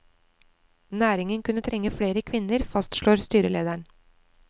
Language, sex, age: Norwegian, female, 29